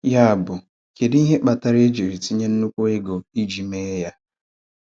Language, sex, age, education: Igbo, male, 30-45, tertiary